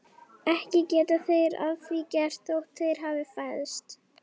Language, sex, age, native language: Icelandic, female, 11, Icelandic